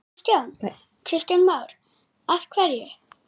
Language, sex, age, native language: Icelandic, female, 9, Icelandic